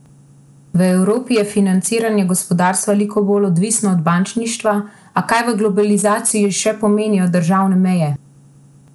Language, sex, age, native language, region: Slovenian, female, 18-29, Slovenian, Central Slovenia